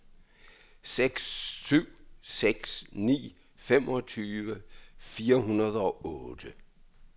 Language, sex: Danish, male